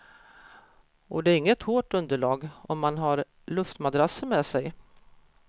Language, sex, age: Swedish, female, 53